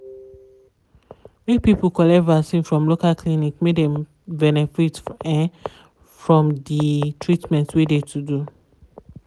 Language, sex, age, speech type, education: Nigerian Pidgin, female, 15-29, spontaneous, tertiary